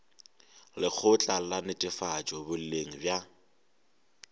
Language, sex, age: Northern Sotho, male, 23